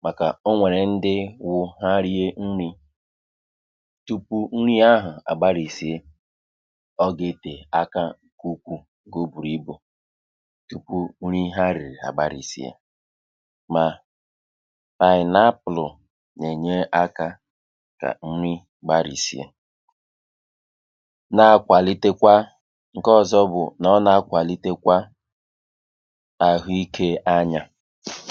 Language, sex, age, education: Igbo, male, 30-45, tertiary